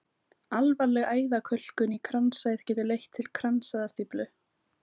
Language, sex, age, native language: Icelandic, female, 18-19, Icelandic